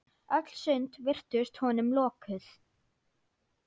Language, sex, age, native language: Icelandic, female, 9, Icelandic